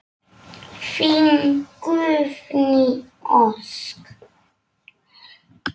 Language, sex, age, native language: Icelandic, male, 9, Polish